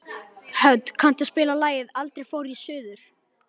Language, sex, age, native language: Icelandic, male, 11, Icelandic